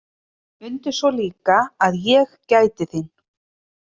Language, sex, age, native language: Icelandic, female, 30-39, Icelandic